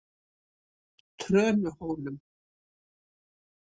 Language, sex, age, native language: Icelandic, female, 60-69, Icelandic